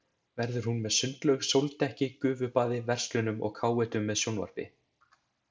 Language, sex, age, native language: Icelandic, male, 20-29, Icelandic